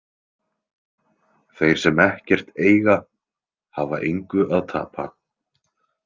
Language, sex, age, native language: Icelandic, male, 20-29, Icelandic